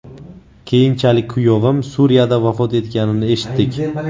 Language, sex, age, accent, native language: Uzbek, male, 18-24, Navoiy, Uzbek